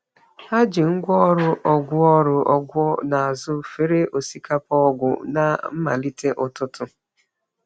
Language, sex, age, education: Igbo, female, 30-45, tertiary